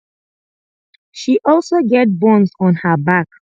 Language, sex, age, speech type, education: Nigerian Pidgin, female, 30-45, spontaneous, tertiary